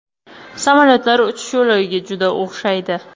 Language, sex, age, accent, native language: Uzbek, female, 18-24, Qoraqalpog'iston, Uzbek